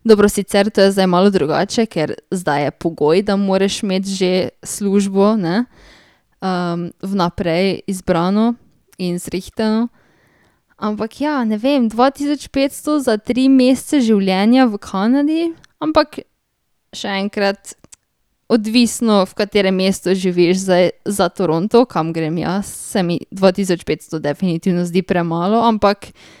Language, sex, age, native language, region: Slovenian, female, 18-29, Slovenian, Drava region